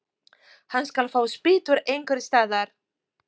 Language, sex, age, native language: Icelandic, female, 40-49, Polish